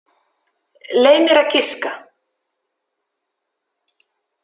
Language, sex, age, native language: Icelandic, female, 50-59, Icelandic